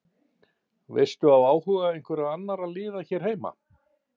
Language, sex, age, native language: Icelandic, male, 50-59, Icelandic